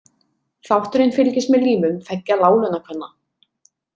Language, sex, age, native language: Icelandic, female, 30-39, Icelandic